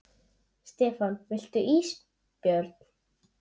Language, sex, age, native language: Icelandic, female, 7, Icelandic